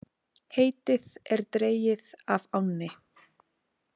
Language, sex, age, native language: Icelandic, female, 30-39, Icelandic